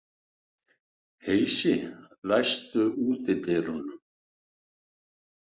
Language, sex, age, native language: Icelandic, male, 60-69, Icelandic